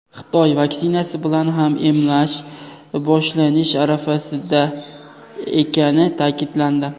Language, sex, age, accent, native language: Uzbek, male, 18-24, Andijon, Uzbek